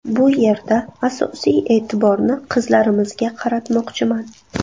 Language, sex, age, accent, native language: Uzbek, female, 18-24, Buxoro, Uzbek